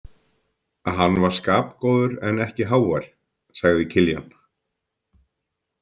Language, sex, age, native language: Icelandic, male, 50-59, Icelandic